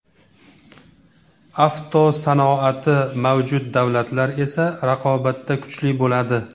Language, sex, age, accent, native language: Uzbek, male, 35+, Namangan, Uzbek